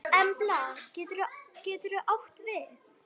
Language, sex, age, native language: Icelandic, female, 9, Icelandic